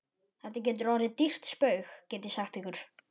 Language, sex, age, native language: Icelandic, male, 11, Icelandic